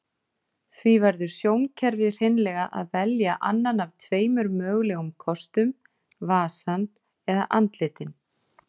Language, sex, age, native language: Icelandic, female, 40-49, Icelandic